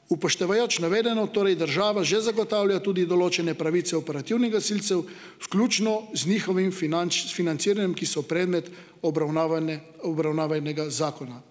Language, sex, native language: Slovenian, male, Slovenian